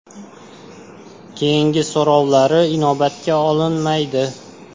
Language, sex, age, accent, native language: Uzbek, male, 18-24, Xorazm, Uzbek